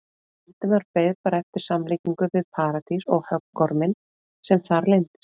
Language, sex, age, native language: Icelandic, female, 40-49, Icelandic